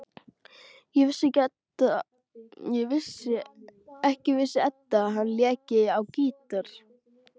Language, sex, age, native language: Icelandic, female, 12, Icelandic